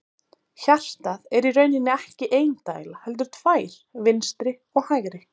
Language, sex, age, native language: Icelandic, female, 30-39, Icelandic